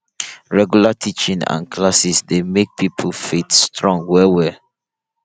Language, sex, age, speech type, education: Nigerian Pidgin, male, 15-29, spontaneous, tertiary